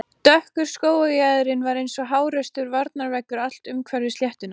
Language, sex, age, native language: Icelandic, female, 14, Icelandic